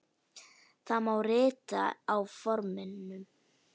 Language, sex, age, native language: Icelandic, female, 9, Icelandic